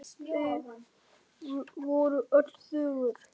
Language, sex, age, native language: Icelandic, male, 7, Icelandic